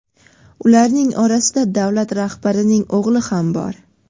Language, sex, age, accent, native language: Uzbek, female, 12-17, Toshkent shahri, Uzbek